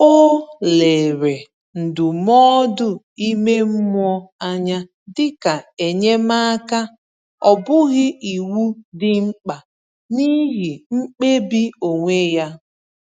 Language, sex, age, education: Igbo, female, 15-29, tertiary